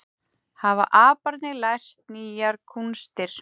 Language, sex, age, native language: Icelandic, female, 20-29, Icelandic